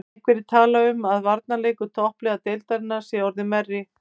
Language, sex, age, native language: Icelandic, female, 50-59, Icelandic